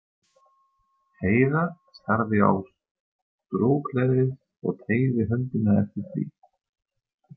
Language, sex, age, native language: Icelandic, male, 30-39, German